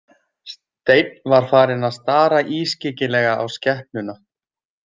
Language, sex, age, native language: Icelandic, male, 20-29, Icelandic